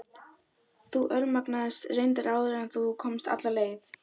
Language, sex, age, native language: Icelandic, female, 12, Icelandic